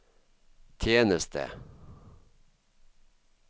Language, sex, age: Norwegian, male, 54